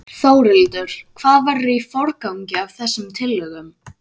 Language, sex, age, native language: Icelandic, male, 12, Icelandic